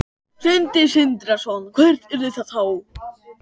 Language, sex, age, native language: Icelandic, male, 12, Icelandic